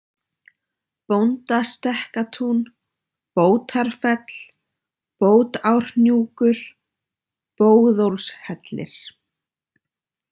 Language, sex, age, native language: Icelandic, female, 30-39, Icelandic